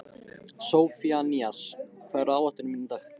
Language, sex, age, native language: Icelandic, male, 15, Icelandic